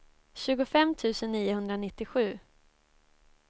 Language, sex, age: Swedish, female, 24